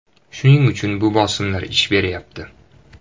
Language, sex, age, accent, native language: Uzbek, male, 18-24, Toshkent shahri, Uzbek